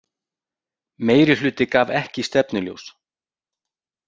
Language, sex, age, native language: Icelandic, male, 40-49, Icelandic